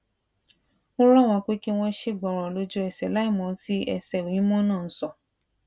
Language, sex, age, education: Yoruba, female, 15-29, tertiary